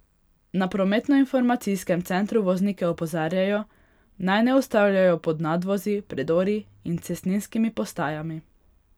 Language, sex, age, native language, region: Slovenian, female, 18-29, Hungarian, Pomurje region